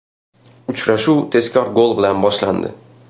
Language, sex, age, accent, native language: Uzbek, male, 19-29, Xorazm, Uzbek